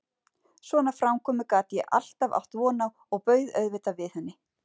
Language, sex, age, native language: Icelandic, female, 40-49, Icelandic